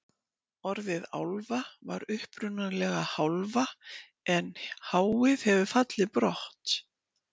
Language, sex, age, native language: Icelandic, female, 60-69, Icelandic